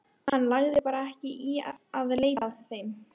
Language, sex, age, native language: Icelandic, female, 12, Icelandic